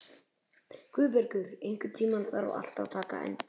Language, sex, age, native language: Icelandic, male, 11, Icelandic